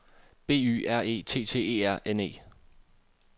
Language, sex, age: Danish, male, 26